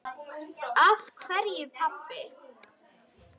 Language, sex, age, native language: Icelandic, female, 10, Icelandic